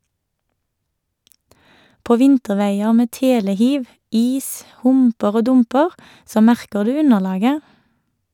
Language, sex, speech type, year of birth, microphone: Norwegian, female, read, 1978, Shure